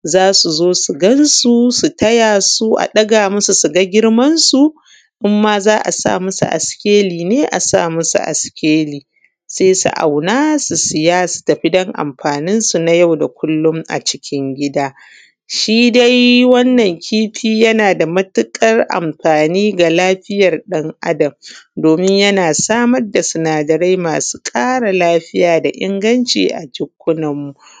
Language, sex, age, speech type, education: Hausa, female, 15-29, spontaneous, tertiary